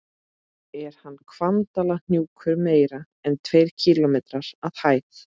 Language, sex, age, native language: Icelandic, female, 30-39, Icelandic